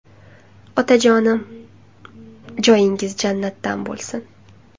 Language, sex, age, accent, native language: Uzbek, female, 19-29, Samarqand, Uzbek